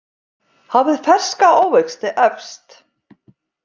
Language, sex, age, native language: Icelandic, female, 50-59, Icelandic